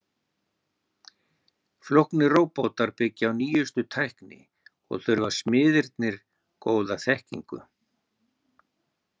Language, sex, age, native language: Icelandic, male, 60-69, Icelandic